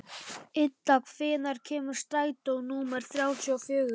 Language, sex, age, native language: Icelandic, male, 11, Polish